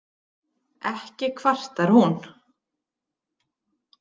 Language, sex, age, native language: Icelandic, female, 30-39, Icelandic